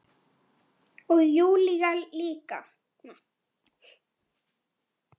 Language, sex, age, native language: Icelandic, female, 9, Icelandic